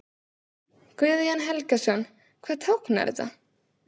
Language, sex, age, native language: Icelandic, female, 16, Icelandic